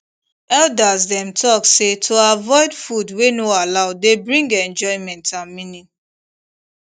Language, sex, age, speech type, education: Nigerian Pidgin, female, 15-29, spontaneous, tertiary